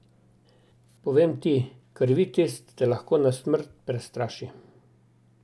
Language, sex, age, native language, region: Slovenian, male, 60+, Slovenian, Drava region